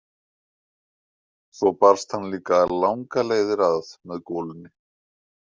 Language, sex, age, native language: Icelandic, male, 20-29, Icelandic